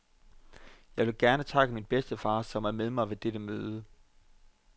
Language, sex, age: Danish, male, 25